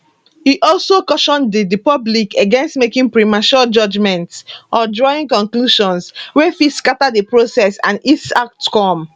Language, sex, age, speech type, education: Nigerian Pidgin, female, 15-29, spontaneous, tertiary